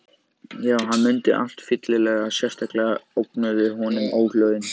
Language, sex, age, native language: Icelandic, male, 14, Icelandic